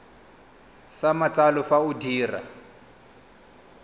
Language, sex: Tswana, male